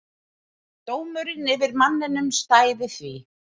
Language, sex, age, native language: Icelandic, female, 30-39, Icelandic